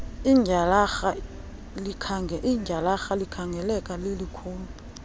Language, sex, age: Xhosa, female, 23